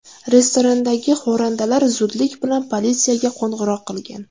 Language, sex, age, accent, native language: Uzbek, female, 18-24, Jizzax, Uzbek